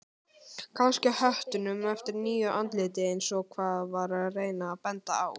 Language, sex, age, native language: Icelandic, male, 18-19, Icelandic